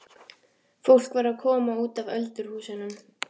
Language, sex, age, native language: Icelandic, female, 14, Icelandic